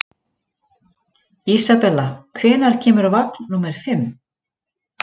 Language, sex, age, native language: Icelandic, female, 40-49, Icelandic